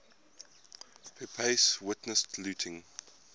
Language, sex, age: English, male, 22